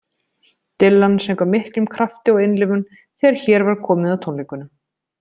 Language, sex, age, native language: Icelandic, female, 30-39, Icelandic